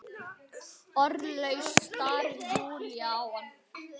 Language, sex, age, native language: Icelandic, male, 9, Icelandic